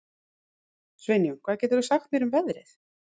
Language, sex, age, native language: Icelandic, female, 40-49, Icelandic